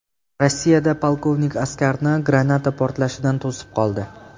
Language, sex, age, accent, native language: Uzbek, male, 18-24, Jizzax, Uzbek